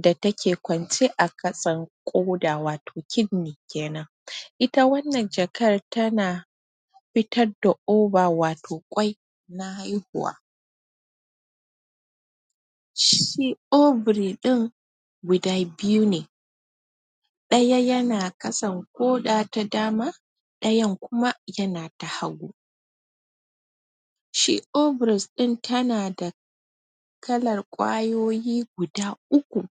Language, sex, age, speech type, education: Hausa, female, 30-45, spontaneous, tertiary